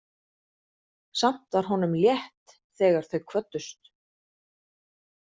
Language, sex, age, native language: Icelandic, female, 40-49, Icelandic